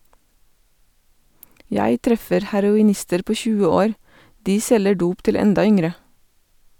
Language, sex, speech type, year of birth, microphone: Norwegian, female, read, 1985, Sennheiser